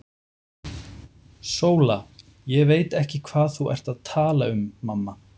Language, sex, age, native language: Icelandic, male, 40-49, Icelandic